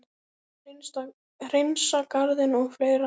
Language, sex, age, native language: Icelandic, female, 10, Icelandic